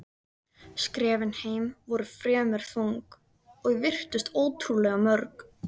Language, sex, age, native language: Icelandic, female, 13, Icelandic